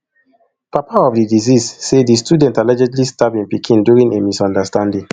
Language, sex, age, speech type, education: Nigerian Pidgin, male, 30-45, spontaneous, tertiary